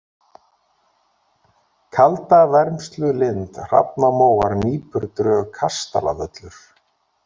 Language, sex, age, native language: Icelandic, male, 40-49, Icelandic